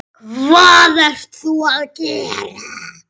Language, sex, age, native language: Icelandic, female, 10, Icelandic